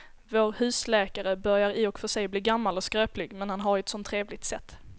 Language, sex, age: Swedish, female, 17